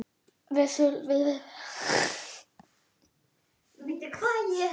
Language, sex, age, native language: Icelandic, female, 10, Icelandic